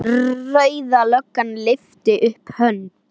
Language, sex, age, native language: Icelandic, male, 9, Icelandic